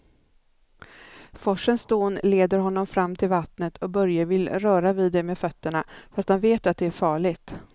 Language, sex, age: Swedish, female, 39